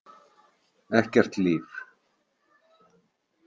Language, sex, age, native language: Icelandic, male, 40-49, Icelandic